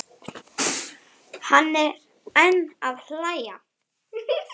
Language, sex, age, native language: Icelandic, female, 8, Icelandic